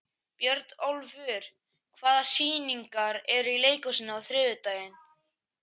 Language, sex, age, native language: Icelandic, male, 11, Icelandic